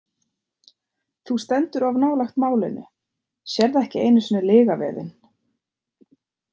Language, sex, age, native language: Icelandic, female, 30-39, Icelandic